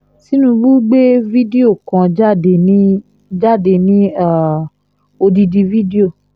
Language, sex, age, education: Yoruba, female, 15-29, tertiary